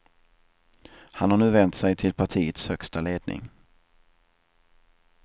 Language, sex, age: Swedish, male, 27